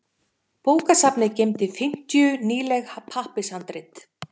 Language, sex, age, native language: Icelandic, female, 50-59, Icelandic